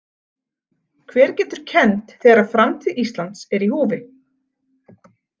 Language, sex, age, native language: Icelandic, female, 40-49, Icelandic